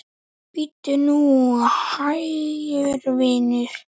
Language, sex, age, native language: Icelandic, male, 9, Icelandic